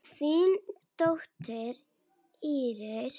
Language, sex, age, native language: Icelandic, female, 7, Icelandic